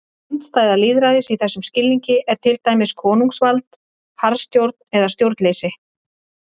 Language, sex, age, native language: Icelandic, female, 30-39, Icelandic